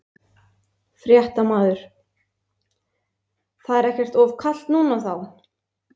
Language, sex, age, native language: Icelandic, female, 20-29, Icelandic